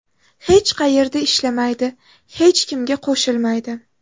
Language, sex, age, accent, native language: Uzbek, female, 18-24, Toshkent shahri, Uzbek